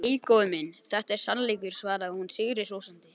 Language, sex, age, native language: Icelandic, male, 12, Icelandic